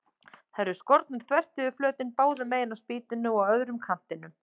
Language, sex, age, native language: Icelandic, female, 30-39, Icelandic